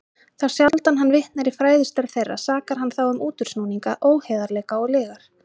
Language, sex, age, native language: Icelandic, female, 30-39, Icelandic